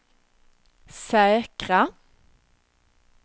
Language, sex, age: Swedish, female, 36